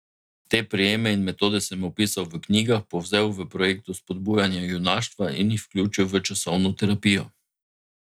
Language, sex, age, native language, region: Slovenian, male, 50-59, Slovenian, Drava region